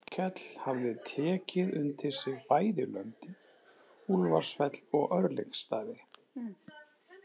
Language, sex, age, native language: Icelandic, male, 40-49, Icelandic